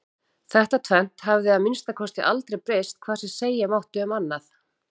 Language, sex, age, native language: Icelandic, female, 40-49, Icelandic